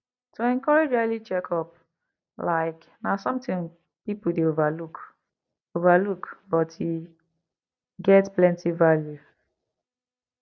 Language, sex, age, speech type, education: Nigerian Pidgin, female, 30-45, spontaneous, tertiary